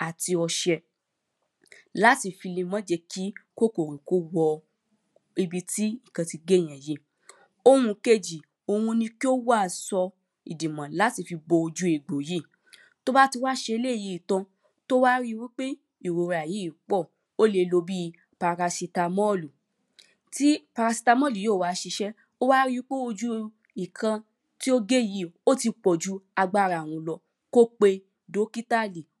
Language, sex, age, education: Yoruba, female, 15-29, primary